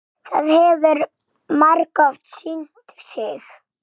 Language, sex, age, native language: Icelandic, female, 6, Icelandic